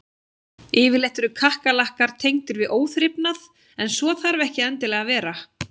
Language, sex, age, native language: Icelandic, female, 16, Icelandic